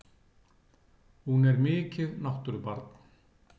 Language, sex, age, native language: Icelandic, male, 60-69, Icelandic